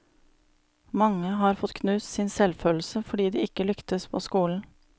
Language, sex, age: Norwegian, female, 35